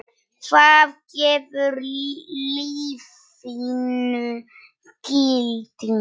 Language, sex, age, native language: Icelandic, female, 9, Polish